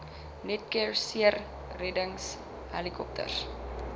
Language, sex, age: Afrikaans, female, 20